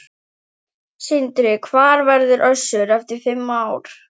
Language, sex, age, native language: Icelandic, female, 11, Icelandic